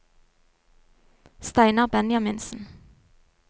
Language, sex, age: Norwegian, female, 22